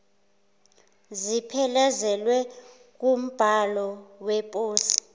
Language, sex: Zulu, female